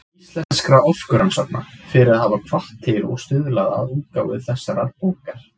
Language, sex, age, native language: Icelandic, male, 20-29, Icelandic